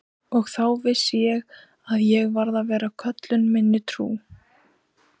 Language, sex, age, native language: Icelandic, female, 18-19, Icelandic